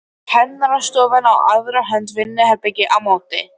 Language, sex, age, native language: Icelandic, female, 13, Icelandic